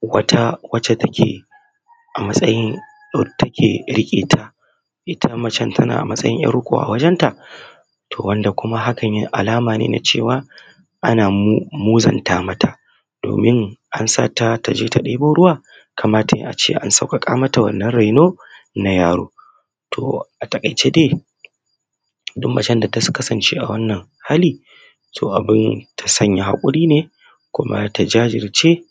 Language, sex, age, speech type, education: Hausa, male, 30-45, spontaneous, tertiary